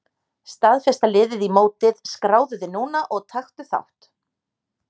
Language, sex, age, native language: Icelandic, female, 30-39, Icelandic